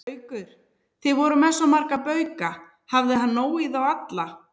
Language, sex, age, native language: Icelandic, female, 30-39, Icelandic